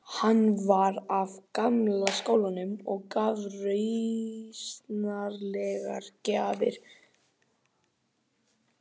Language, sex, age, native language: Icelandic, male, 11, Icelandic